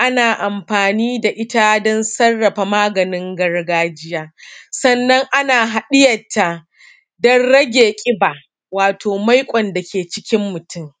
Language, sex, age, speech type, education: Hausa, female, 30-45, spontaneous, secondary